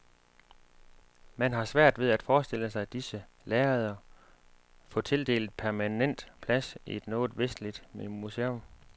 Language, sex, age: Danish, male, 35